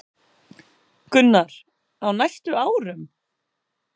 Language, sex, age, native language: Icelandic, female, 8, Icelandic